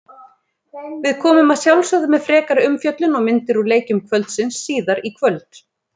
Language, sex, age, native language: Icelandic, female, 30-39, Icelandic